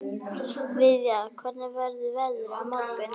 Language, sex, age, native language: Icelandic, female, 11, Icelandic